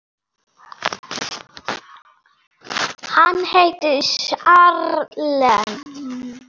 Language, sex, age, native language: Icelandic, female, 8, Norwegian